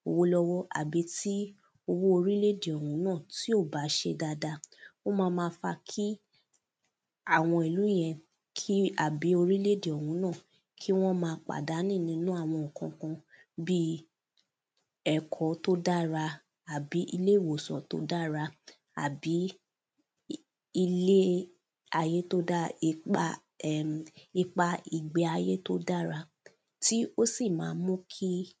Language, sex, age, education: Yoruba, female, 15-29, primary